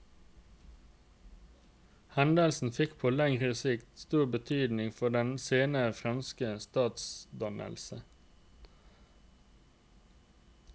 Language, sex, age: Norwegian, male, 29